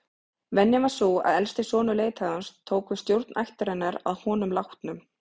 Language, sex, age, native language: Icelandic, female, 30-39, Icelandic